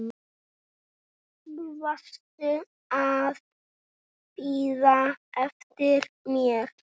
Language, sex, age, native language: Icelandic, male, 6, Icelandic